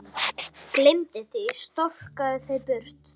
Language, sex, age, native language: Icelandic, male, 10, Icelandic